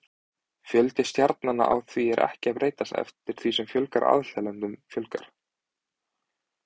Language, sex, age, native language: Icelandic, male, 20-29, Icelandic